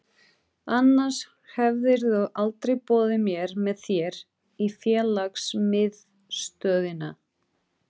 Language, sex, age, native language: Icelandic, female, 30-39, Portuguese